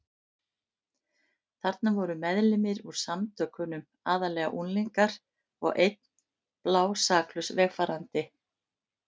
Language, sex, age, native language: Icelandic, female, 50-59, Icelandic